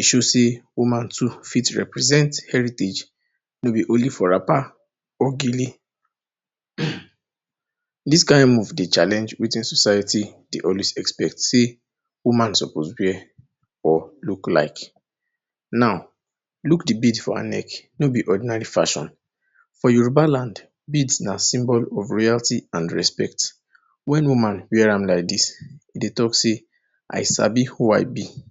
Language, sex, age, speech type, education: Nigerian Pidgin, male, 30-45, spontaneous, tertiary